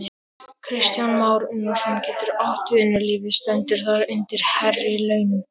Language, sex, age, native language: Icelandic, male, 13, Icelandic